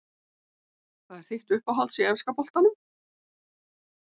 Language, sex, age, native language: Icelandic, female, 70-79, Icelandic